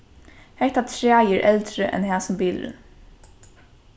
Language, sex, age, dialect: Faroese, female, 15-35, Norðuroyggjar